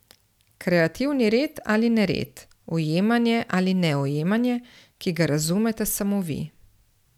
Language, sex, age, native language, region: Slovenian, female, 30-49, Slovenian, Central Slovenia